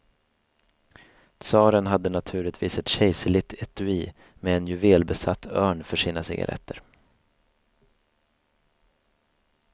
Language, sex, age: Swedish, male, 24